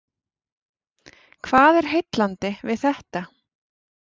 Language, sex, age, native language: Icelandic, female, 40-49, Icelandic